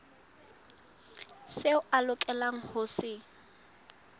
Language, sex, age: Southern Sotho, female, 19